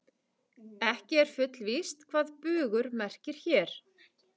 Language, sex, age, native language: Icelandic, female, 40-49, Icelandic